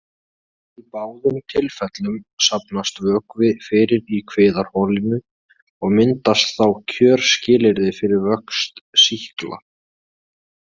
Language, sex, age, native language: Icelandic, male, 20-29, Icelandic